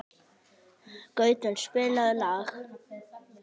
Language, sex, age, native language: Icelandic, male, 11, Icelandic